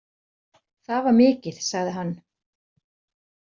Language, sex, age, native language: Icelandic, female, 40-49, Icelandic